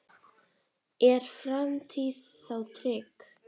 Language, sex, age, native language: Icelandic, female, 10, Icelandic